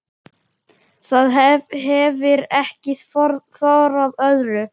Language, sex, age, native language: Icelandic, male, 10, Icelandic